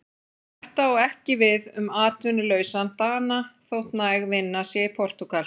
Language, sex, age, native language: Icelandic, female, 40-49, Icelandic